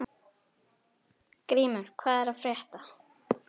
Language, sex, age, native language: Icelandic, female, 12, Icelandic